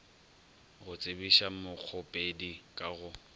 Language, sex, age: Northern Sotho, male, 22